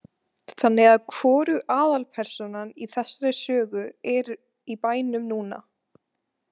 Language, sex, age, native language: Icelandic, female, 18-19, Icelandic